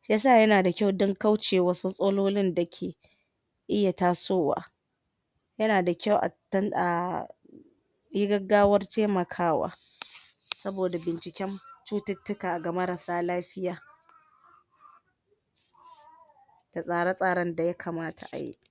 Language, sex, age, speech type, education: Hausa, female, 60+, spontaneous, tertiary